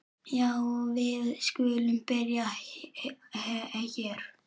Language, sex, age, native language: Icelandic, male, 7, Icelandic